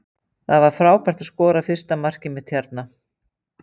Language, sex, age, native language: Icelandic, female, 50-59, Icelandic